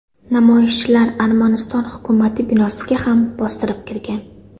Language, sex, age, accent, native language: Uzbek, female, 18-24, Surxondaryo, Uzbek